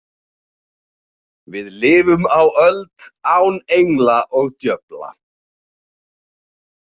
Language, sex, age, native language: Icelandic, male, 40-49, Icelandic